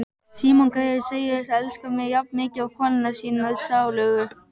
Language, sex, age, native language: Icelandic, female, 12, Icelandic